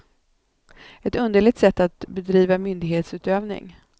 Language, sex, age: Swedish, female, 39